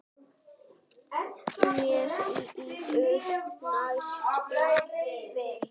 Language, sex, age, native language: Icelandic, male, 8, Icelandic